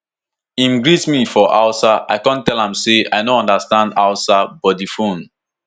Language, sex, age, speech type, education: Nigerian Pidgin, male, 15-29, spontaneous, tertiary